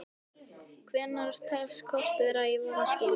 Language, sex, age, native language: Icelandic, female, 12, Icelandic